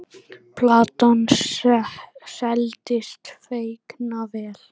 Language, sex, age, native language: Icelandic, male, 10, Icelandic